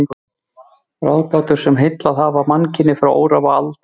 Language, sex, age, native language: Icelandic, male, 40-49, Icelandic